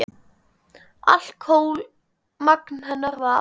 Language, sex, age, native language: Icelandic, male, 10, Icelandic